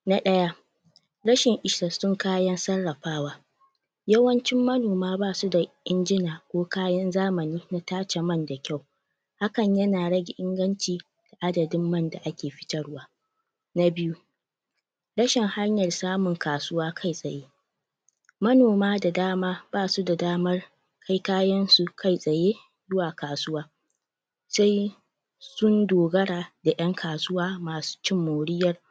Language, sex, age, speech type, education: Hausa, female, 30-45, spontaneous, tertiary